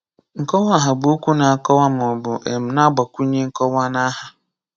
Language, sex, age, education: Igbo, male, 15-29, tertiary